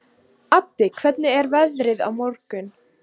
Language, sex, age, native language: Icelandic, female, 15, Icelandic